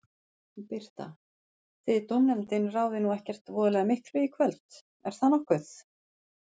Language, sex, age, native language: Icelandic, female, 50-59, Icelandic